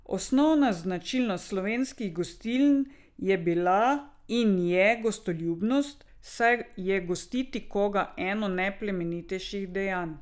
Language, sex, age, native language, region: Slovenian, female, 50-59, Slovenian, Drava region